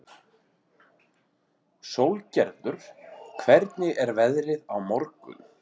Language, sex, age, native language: Icelandic, male, 40-49, Icelandic